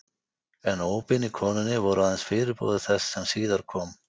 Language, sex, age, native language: Icelandic, male, 50-59, Icelandic